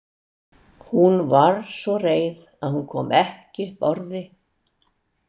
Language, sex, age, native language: Icelandic, female, 60-69, Icelandic